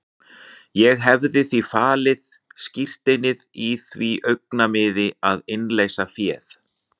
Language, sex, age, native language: Icelandic, male, 40-49, Icelandic